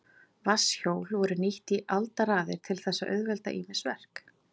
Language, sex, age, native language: Icelandic, female, 40-49, Icelandic